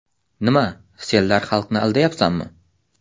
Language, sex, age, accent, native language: Uzbek, male, 18-24, Xorazm, Uzbek